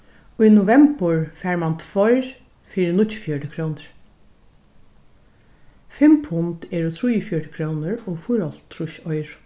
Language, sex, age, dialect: Faroese, female, 61+, Norðurstreymoy/Eysturoy